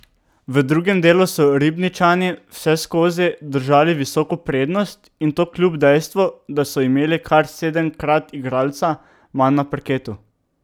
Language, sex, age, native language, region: Slovenian, male, 18-29, Slovenian, Drava region